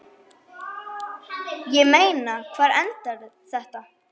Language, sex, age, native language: Icelandic, female, 8, Icelandic